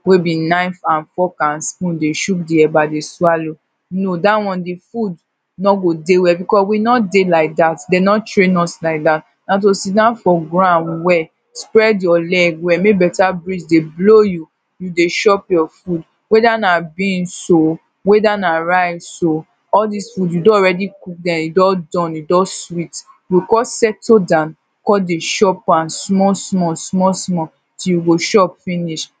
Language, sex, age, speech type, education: Nigerian Pidgin, female, 15-29, spontaneous, tertiary